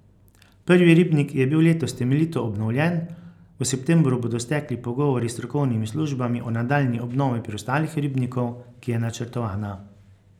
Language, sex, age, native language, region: Slovenian, male, 50-59, Slovenian, Carinthia region